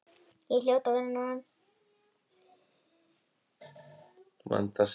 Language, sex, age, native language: Icelandic, female, 8, Icelandic